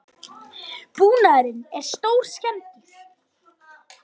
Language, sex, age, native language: Icelandic, female, 50-59, Icelandic